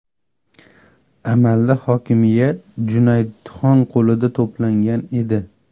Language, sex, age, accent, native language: Uzbek, male, 25-34, Farg'ona, Uzbek